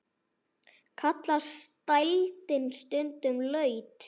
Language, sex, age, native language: Icelandic, male, 9, Icelandic